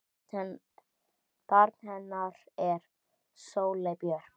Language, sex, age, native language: Icelandic, male, 9, Icelandic